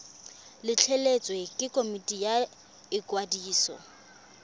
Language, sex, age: Tswana, female, 20